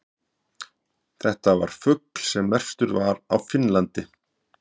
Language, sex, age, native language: Icelandic, male, 50-59, Icelandic